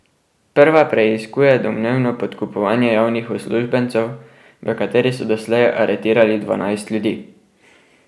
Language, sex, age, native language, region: Slovenian, male, 12-17, Slovenian, Drava region